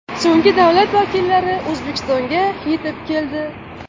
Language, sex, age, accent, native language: Uzbek, female, 25-34, Qashqadaryo, Uzbek